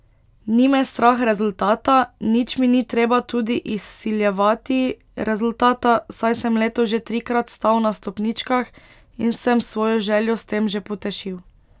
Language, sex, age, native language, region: Slovenian, female, 18-29, Slovenian, Pomurje region